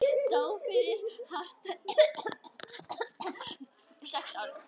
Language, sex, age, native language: Icelandic, female, 10, Icelandic